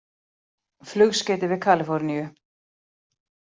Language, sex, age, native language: Icelandic, female, 40-49, Icelandic